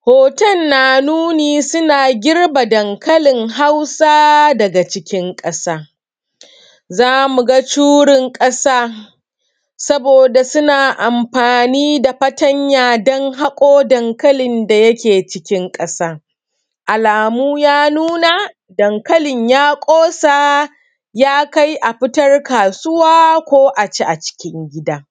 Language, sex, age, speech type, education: Hausa, female, 30-45, spontaneous, secondary